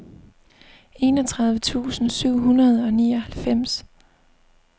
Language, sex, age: Danish, female, 25